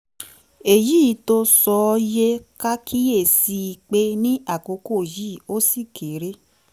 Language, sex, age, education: Yoruba, female, 15-29, tertiary